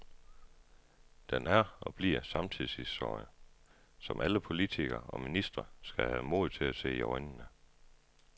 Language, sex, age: Danish, male, 33